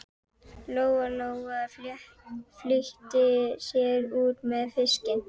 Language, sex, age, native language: Icelandic, female, 12, Icelandic